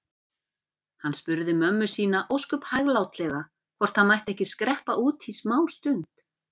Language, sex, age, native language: Icelandic, female, 50-59, Icelandic